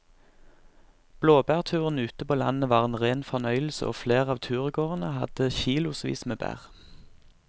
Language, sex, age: Norwegian, male, 24